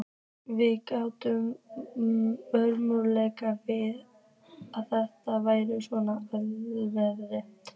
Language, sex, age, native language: Icelandic, female, 15, Icelandic